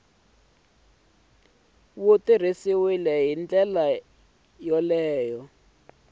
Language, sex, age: Tsonga, male, 26